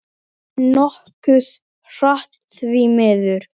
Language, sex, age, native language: Icelandic, male, 10, Icelandic